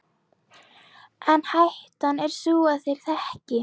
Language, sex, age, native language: Icelandic, female, 11, Icelandic